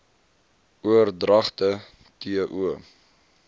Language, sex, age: Afrikaans, male, 20